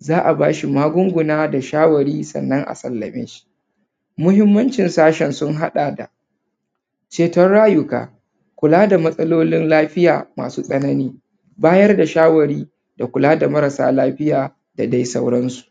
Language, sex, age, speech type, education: Hausa, female, 30-45, spontaneous, tertiary